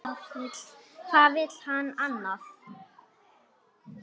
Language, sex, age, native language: Icelandic, female, 8, Icelandic